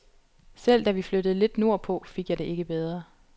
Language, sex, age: Danish, female, 25